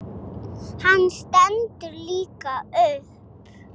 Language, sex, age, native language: Icelandic, female, 7, Icelandic